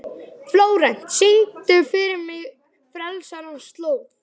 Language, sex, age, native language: Icelandic, male, 11, Icelandic